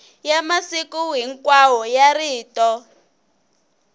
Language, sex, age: Tsonga, female, 19